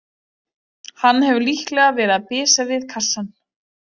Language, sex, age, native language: Icelandic, female, 30-39, Icelandic